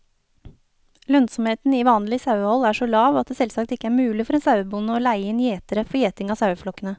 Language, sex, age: Norwegian, female, 29